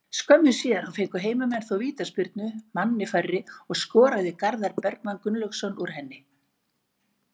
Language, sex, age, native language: Icelandic, female, 60-69, Icelandic